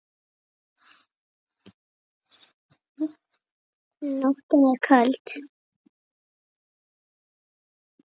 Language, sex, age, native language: Icelandic, female, 8, Icelandic